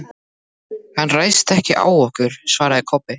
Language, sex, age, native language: Icelandic, male, 12, Icelandic